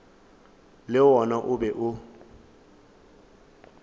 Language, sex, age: Northern Sotho, male, 18